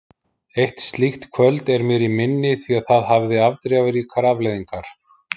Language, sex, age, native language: Icelandic, male, 50-59, Icelandic